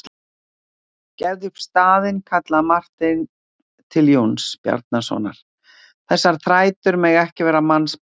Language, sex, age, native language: Icelandic, female, 60-69, Icelandic